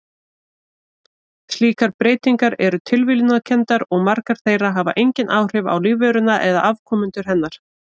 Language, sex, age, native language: Icelandic, female, 30-39, Icelandic